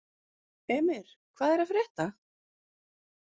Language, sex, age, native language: Icelandic, female, 40-49, Icelandic